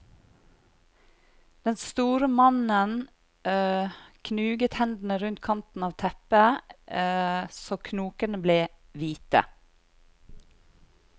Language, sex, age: Norwegian, female, 40